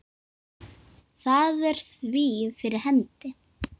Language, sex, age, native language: Icelandic, other, 10, Icelandic